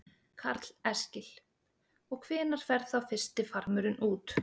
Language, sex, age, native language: Icelandic, female, 30-39, Icelandic